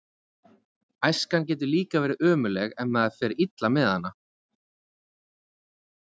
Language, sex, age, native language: Icelandic, male, 20-29, Icelandic